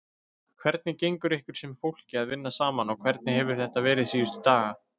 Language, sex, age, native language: Icelandic, male, 20-29, Icelandic